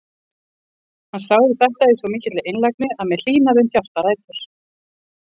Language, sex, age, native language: Icelandic, female, 40-49, Icelandic